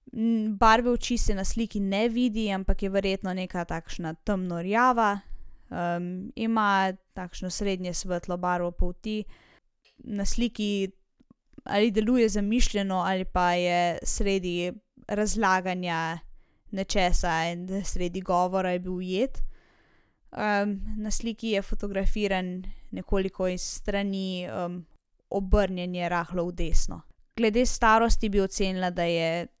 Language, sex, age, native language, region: Slovenian, female, 18-29, Slovenian, Zasavska region